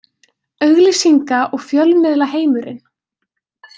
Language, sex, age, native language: Icelandic, female, 20-29, Icelandic